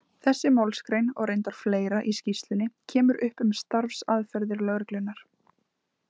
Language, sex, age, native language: Icelandic, female, 20-29, Icelandic